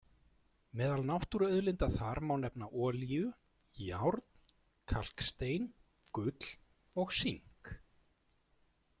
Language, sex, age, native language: Icelandic, male, 40-49, Icelandic